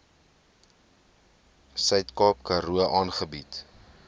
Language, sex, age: Afrikaans, male, 21